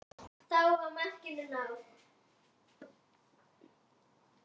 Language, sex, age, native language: Icelandic, female, 10, Icelandic